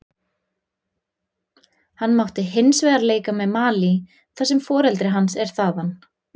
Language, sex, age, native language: Icelandic, female, 20-29, Icelandic